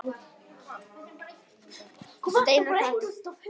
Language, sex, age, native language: Icelandic, female, 10, Icelandic